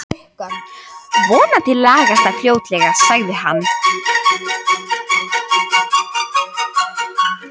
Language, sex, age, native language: Icelandic, female, 13, Icelandic